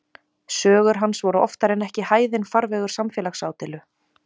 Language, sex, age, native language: Icelandic, female, 20-29, Icelandic